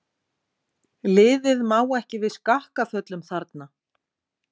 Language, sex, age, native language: Icelandic, female, 40-49, Icelandic